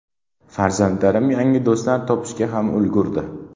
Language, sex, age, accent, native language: Uzbek, male, 12-17, Namangan, Uzbek